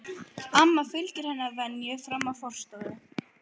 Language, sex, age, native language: Icelandic, female, 12, Icelandic